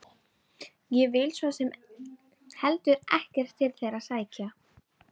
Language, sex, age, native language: Icelandic, female, 12, Icelandic